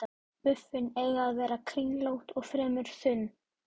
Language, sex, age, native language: Icelandic, female, 12, Icelandic